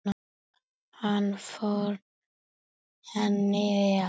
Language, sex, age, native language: Icelandic, female, 7, Icelandic